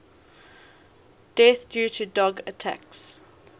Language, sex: English, female